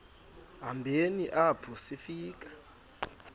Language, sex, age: Xhosa, male, 19